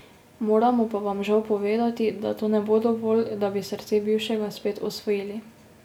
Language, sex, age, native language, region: Slovenian, female, 18-29, Slovenian, Drava region